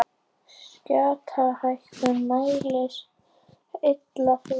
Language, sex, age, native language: Icelandic, female, 18-19, Icelandic